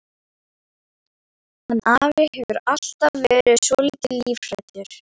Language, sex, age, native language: Icelandic, female, 12, Icelandic